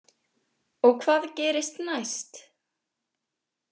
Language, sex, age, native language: Icelandic, female, 20-29, Icelandic